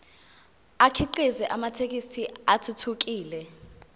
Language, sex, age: Zulu, female, 19